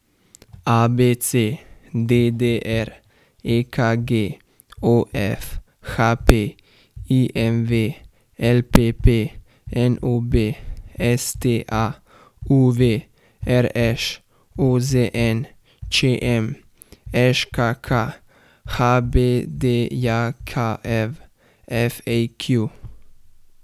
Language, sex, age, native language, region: Slovenian, male, 18-29, Slovenian, Central Slovenia